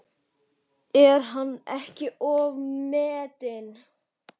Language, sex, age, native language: Icelandic, male, 12, Icelandic